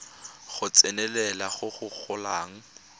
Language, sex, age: Tswana, male, 21